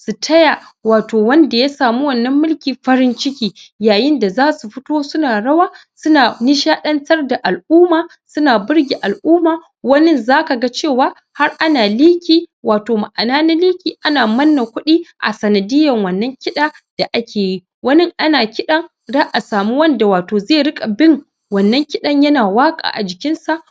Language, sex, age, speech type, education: Hausa, male, 15-29, spontaneous, secondary